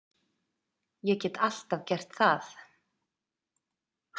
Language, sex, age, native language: Icelandic, female, 30-39, Icelandic